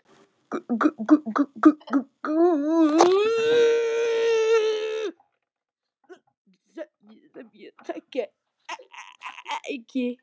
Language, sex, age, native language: Icelandic, male, 10, Icelandic